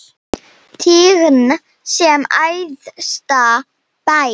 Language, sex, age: Icelandic, female, 7